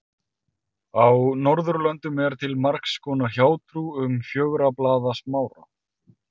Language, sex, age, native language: Icelandic, male, 30-39, Icelandic